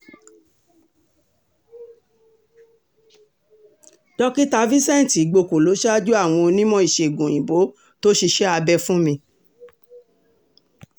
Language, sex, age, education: Yoruba, female, 60+, tertiary